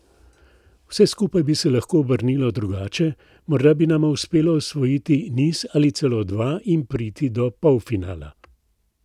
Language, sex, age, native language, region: Slovenian, male, 60+, Slovenian, Central Slovenia